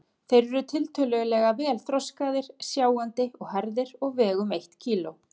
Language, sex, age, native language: Icelandic, female, 40-49, Icelandic